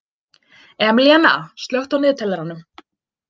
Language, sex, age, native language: Icelandic, female, 20-29, Icelandic